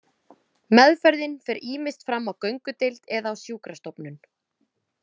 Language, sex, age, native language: Icelandic, female, 20-29, Icelandic